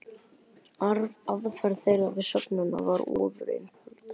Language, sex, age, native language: Icelandic, male, 12, Icelandic